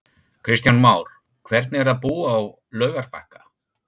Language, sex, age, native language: Icelandic, male, 60-69, Icelandic